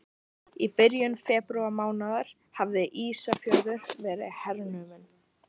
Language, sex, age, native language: Icelandic, male, 13, Icelandic